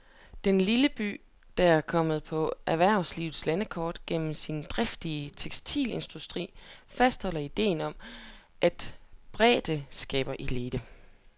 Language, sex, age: Danish, female, 27